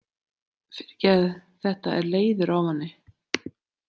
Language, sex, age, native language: Icelandic, female, 30-39, Icelandic